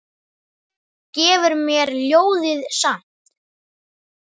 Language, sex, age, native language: Icelandic, male, 10, Icelandic